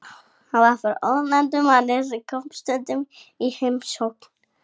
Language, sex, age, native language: Icelandic, female, 15, Icelandic